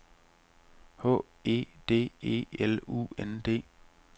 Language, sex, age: Danish, male, 45